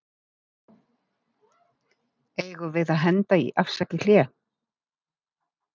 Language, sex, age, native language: Icelandic, female, 50-59, Icelandic